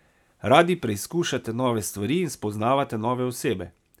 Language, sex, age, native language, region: Slovenian, male, 30-49, Slovenian, Savinja region